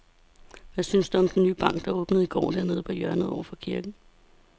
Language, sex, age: Danish, female, 32